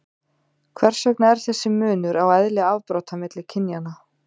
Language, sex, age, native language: Icelandic, female, 30-39, Icelandic